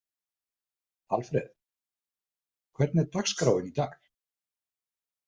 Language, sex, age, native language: Icelandic, male, 50-59, Icelandic